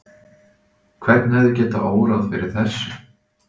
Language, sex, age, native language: Icelandic, male, 20-29, Icelandic